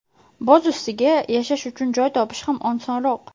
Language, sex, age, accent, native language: Uzbek, female, 18-24, Toshkent shahri, Uzbek